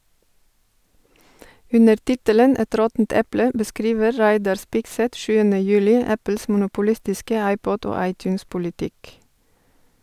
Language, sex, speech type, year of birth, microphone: Norwegian, female, read, 1970, Sennheiser